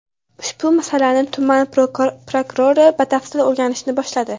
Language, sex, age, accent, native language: Uzbek, female, 12-17, Farg'ona, Uzbek